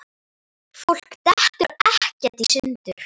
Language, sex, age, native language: Icelandic, female, 9, Icelandic